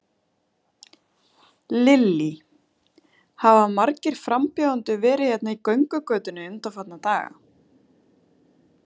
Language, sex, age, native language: Icelandic, female, 30-39, Icelandic